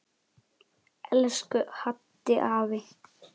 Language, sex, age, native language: Icelandic, male, 10, Icelandic